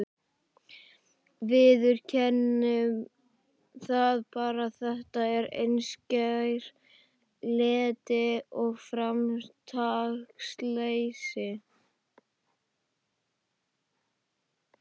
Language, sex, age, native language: Icelandic, male, 12, Icelandic